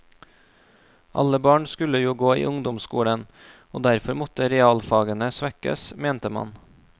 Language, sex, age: Norwegian, male, 26